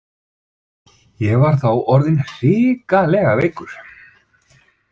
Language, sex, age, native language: Icelandic, male, 40-49, Icelandic